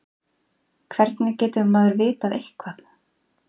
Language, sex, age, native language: Icelandic, female, 40-49, Icelandic